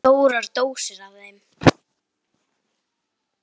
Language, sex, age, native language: Icelandic, female, 10, Icelandic